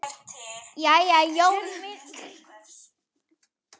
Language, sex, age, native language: Icelandic, female, 12, Icelandic